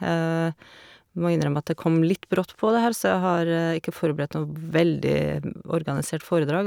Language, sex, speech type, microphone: Norwegian, female, spontaneous, Shure